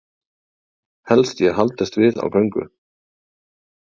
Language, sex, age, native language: Icelandic, male, 30-39, Icelandic